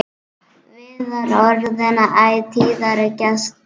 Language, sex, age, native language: Icelandic, female, 9, Icelandic